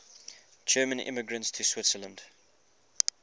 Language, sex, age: English, male, 21